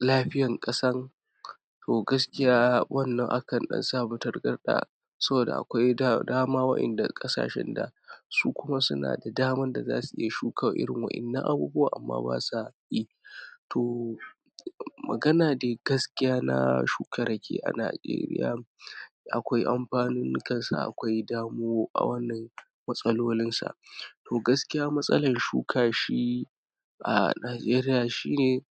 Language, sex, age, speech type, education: Hausa, male, 46-60, spontaneous, tertiary